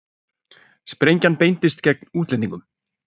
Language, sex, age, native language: Icelandic, male, 20-29, Icelandic